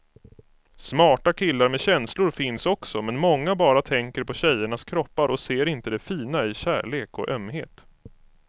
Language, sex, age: Swedish, male, 25